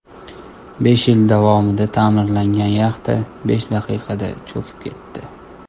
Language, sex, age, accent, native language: Uzbek, male, 19-29, Toshkent shahri, Uzbek